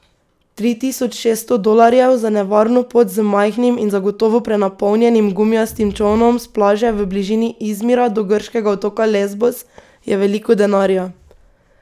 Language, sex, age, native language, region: Slovenian, female, 18-29, Slovenian, Pomurje region